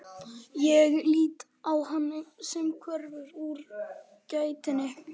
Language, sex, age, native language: Icelandic, male, 11, Icelandic